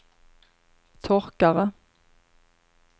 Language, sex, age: Swedish, female, 33